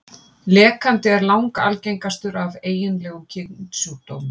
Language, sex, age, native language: Icelandic, female, 50-59, Icelandic